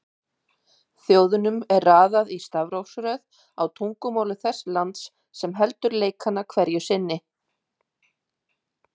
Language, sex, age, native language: Icelandic, female, 50-59, Icelandic